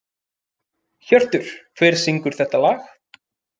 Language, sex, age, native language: Icelandic, male, 30-39, Icelandic